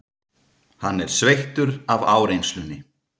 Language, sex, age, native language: Icelandic, male, 30-39, Icelandic